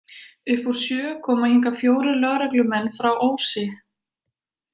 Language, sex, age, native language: Icelandic, female, 20-29, Icelandic